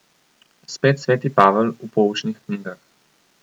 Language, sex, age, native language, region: Slovenian, male, 18-29, Slovenian, Coastal Karst region